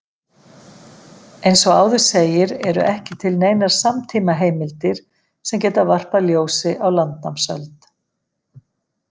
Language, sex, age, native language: Icelandic, female, 50-59, Icelandic